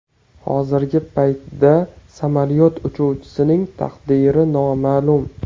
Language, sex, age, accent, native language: Uzbek, male, 18-24, Farg'ona, Uzbek